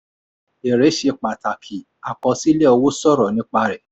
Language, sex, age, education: Yoruba, male, 46-60, tertiary